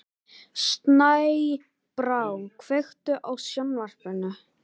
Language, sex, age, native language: Icelandic, male, 18-19, Icelandic